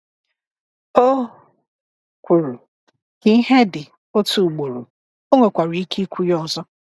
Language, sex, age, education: Igbo, female, 30-45, tertiary